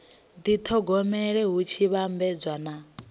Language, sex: Venda, female